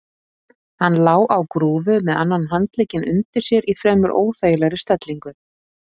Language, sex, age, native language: Icelandic, female, 30-39, Icelandic